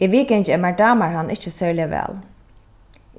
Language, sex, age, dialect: Faroese, female, 36-60, Norðuroyggjar